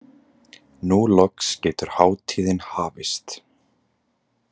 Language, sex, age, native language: Icelandic, male, 20-29, Icelandic